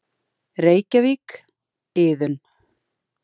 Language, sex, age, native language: Icelandic, female, 40-49, Icelandic